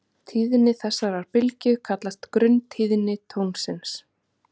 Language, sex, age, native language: Icelandic, female, 30-39, Icelandic